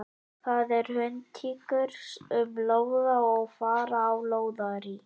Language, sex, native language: Icelandic, male, Icelandic